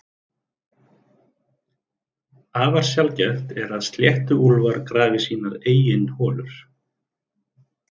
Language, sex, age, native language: Icelandic, male, 30-39, Icelandic